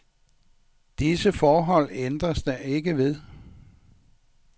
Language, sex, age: Danish, male, 64